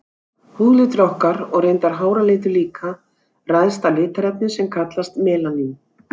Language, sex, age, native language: Icelandic, female, 60-69, Icelandic